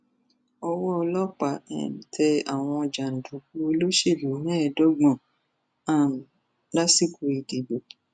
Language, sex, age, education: Yoruba, female, 46-60, tertiary